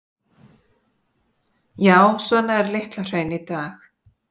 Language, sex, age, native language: Icelandic, female, 50-59, Icelandic